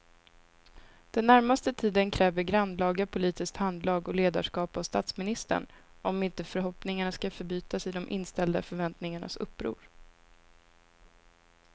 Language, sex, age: Swedish, female, 26